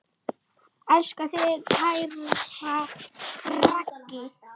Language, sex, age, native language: Icelandic, female, 8, Icelandic